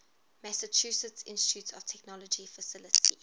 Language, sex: English, female